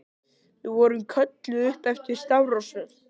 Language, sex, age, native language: Icelandic, male, 13, Icelandic